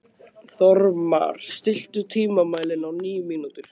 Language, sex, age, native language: Icelandic, male, 15, Icelandic